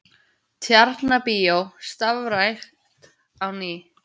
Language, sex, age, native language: Icelandic, female, 20-29, Icelandic